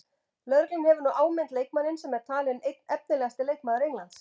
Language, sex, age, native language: Icelandic, female, 50-59, Icelandic